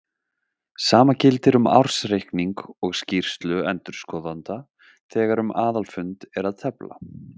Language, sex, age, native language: Icelandic, male, 30-39, Icelandic